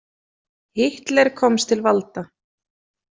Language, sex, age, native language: Icelandic, female, 30-39, Icelandic